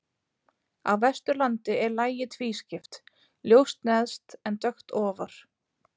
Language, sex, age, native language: Icelandic, female, 30-39, Icelandic